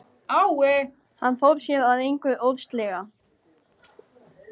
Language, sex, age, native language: Icelandic, male, 14, Icelandic